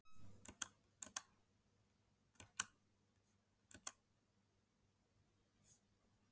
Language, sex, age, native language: Icelandic, female, 40-49, Icelandic